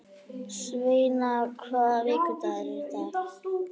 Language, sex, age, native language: Icelandic, female, 11, Icelandic